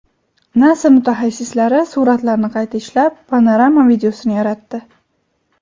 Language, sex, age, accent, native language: Uzbek, female, 18-24, Andijon, Uzbek